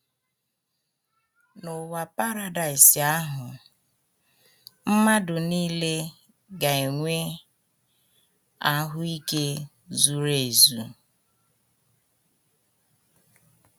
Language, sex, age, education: Igbo, female, 30-45, tertiary